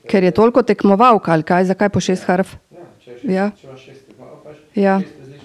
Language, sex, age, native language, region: Slovenian, female, 50-59, Slovenian, Drava region